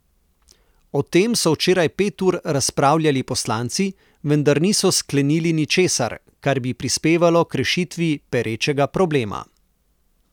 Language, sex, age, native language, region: Slovenian, male, 30-49, Slovenian, Southeast Slovenia